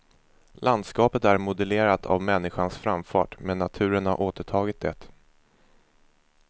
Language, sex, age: Swedish, male, 24